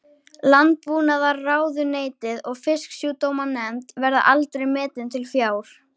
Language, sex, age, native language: Icelandic, female, 13, Icelandic